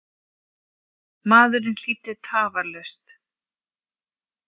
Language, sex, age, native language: Icelandic, female, 40-49, Icelandic